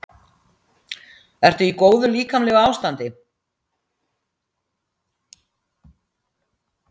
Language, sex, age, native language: Icelandic, female, 60-69, Icelandic